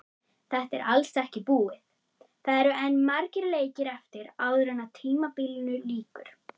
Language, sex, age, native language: Icelandic, female, 30-39, Icelandic